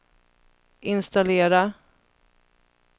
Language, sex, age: Swedish, female, 31